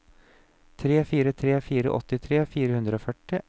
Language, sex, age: Norwegian, male, 29